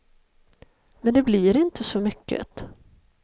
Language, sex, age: Swedish, female, 51